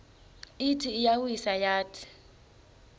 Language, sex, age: Xhosa, female, 33